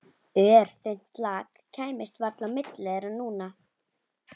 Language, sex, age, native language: Icelandic, female, 11, Icelandic